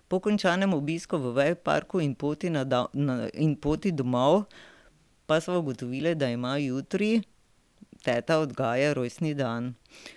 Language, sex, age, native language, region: Slovenian, female, 50-59, Slovenian, Drava region